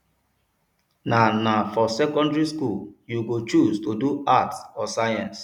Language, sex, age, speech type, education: Nigerian Pidgin, male, 30-45, spontaneous, tertiary